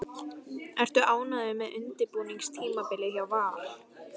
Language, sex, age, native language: Icelandic, female, 12, Icelandic